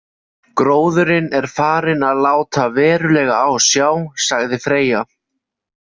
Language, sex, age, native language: Icelandic, male, 20-29, Icelandic